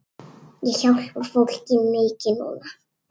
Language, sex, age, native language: Icelandic, female, 8, Icelandic